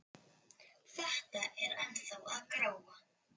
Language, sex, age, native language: Icelandic, female, 10, Icelandic